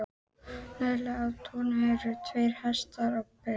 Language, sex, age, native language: Icelandic, female, 12, Icelandic